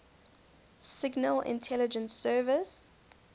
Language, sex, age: English, female, 19